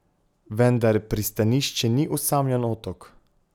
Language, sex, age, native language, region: Slovenian, male, 18-29, Slovenian, Pomurje region